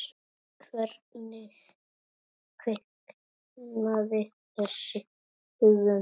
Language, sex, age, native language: Icelandic, male, 9, Icelandic